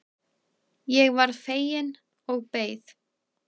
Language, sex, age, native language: Icelandic, male, 6, Icelandic